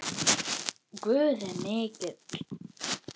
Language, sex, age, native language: Icelandic, female, 10, Icelandic